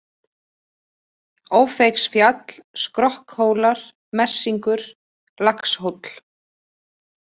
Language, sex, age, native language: Icelandic, female, 20-29, Icelandic